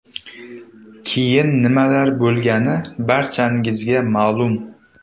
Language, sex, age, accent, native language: Uzbek, male, 18-24, Surxondaryo, Uzbek